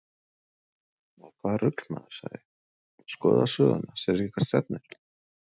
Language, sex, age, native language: Icelandic, male, 40-49, Icelandic